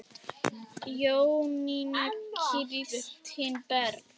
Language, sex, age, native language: Icelandic, female, 10, Icelandic